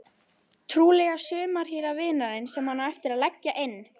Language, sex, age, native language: Icelandic, female, 11, Icelandic